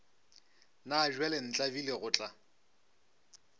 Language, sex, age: Northern Sotho, male, 25